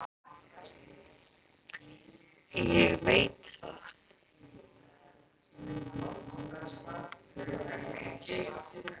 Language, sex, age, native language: Icelandic, female, 40-49, Icelandic